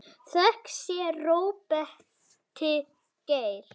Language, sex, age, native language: Icelandic, female, 7, Icelandic